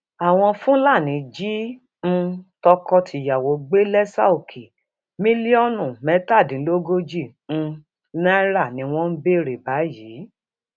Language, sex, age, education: Yoruba, female, 46-60, tertiary